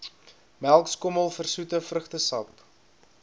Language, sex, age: Afrikaans, male, 21